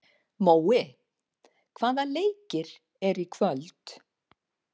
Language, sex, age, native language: Icelandic, female, 50-59, Icelandic